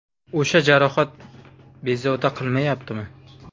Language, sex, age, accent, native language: Uzbek, male, 18-24, Buxoro, Uzbek